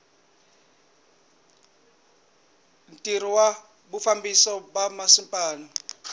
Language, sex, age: Tsonga, male, 26